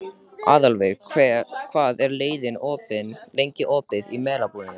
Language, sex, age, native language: Icelandic, male, 13, Icelandic